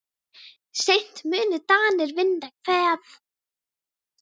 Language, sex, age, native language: Icelandic, female, 9, Icelandic